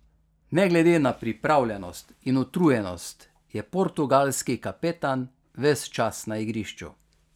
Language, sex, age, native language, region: Slovenian, male, 50-59, Slovenian, Carinthia region